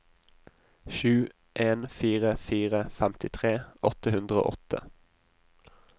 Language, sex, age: Norwegian, male, 20